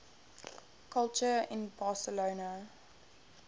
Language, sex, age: English, female, 18